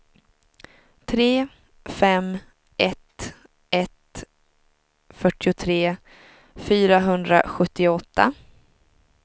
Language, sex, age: Swedish, female, 23